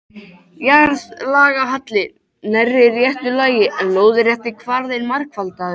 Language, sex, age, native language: Icelandic, male, 13, Icelandic